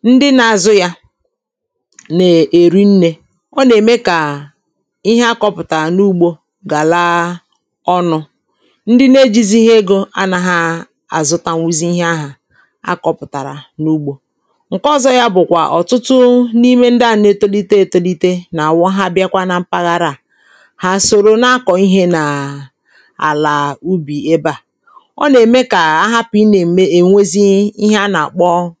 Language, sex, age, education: Igbo, female, 15-29, tertiary